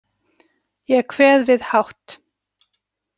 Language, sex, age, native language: Icelandic, female, 40-49, Icelandic